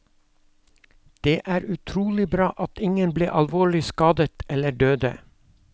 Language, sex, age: Norwegian, male, 52